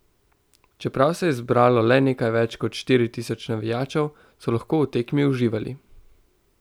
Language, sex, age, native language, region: Slovenian, male, 18-29, Slovenian, Central Slovenia